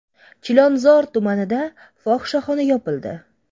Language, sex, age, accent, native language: Uzbek, female, 18-24, Andijon, Uzbek